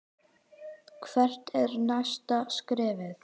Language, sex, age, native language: Icelandic, female, 10, Icelandic